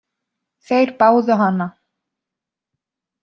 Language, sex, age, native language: Icelandic, female, 20-29, Icelandic